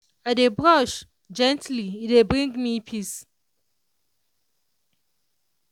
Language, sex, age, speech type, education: Nigerian Pidgin, female, 30-45, spontaneous, tertiary